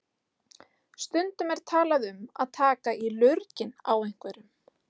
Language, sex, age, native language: Icelandic, female, 30-39, Icelandic